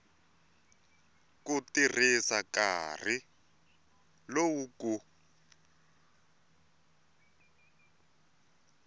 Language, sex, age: Tsonga, male, 24